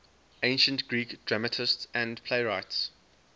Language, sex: English, male